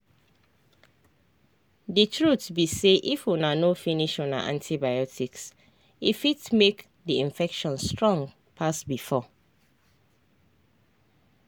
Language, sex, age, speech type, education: Nigerian Pidgin, female, 30-45, spontaneous, tertiary